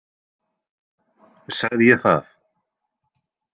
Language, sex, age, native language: Icelandic, male, 20-29, Icelandic